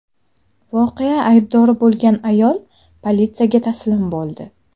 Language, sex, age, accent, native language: Uzbek, female, 19-29, Jizzax, Uzbek